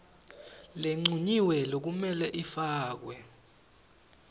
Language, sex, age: Swati, male, 18